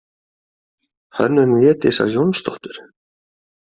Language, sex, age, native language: Icelandic, male, 40-49, Icelandic